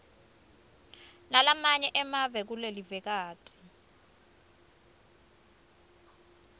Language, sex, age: Swati, female, 24